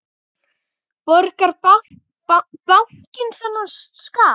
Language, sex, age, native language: Icelandic, female, 9, Icelandic